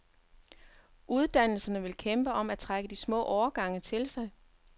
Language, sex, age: Danish, female, 42